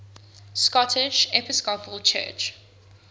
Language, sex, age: English, female, 21